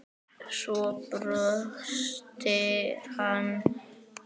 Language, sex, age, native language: Icelandic, male, 9, Icelandic